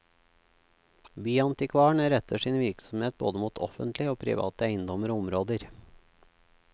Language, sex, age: Norwegian, male, 36